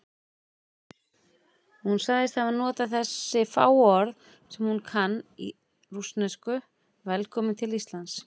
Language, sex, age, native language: Icelandic, female, 40-49, Icelandic